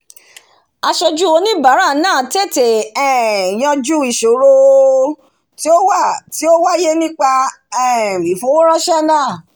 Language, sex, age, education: Yoruba, female, 46-60, tertiary